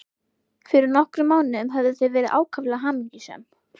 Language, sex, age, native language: Icelandic, female, 11, Icelandic